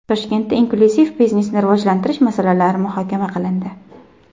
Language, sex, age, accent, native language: Uzbek, female, 19-29, Qashqadaryo, Uzbek